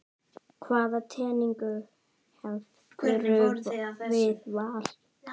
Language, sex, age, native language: Icelandic, female, 9, Icelandic